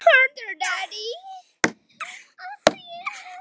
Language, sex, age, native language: Icelandic, male, 10, Icelandic